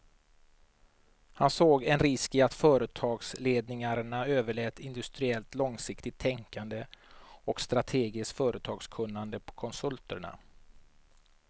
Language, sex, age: Swedish, male, 39